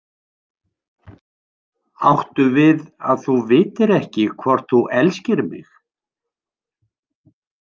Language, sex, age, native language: Icelandic, male, 70-79, Icelandic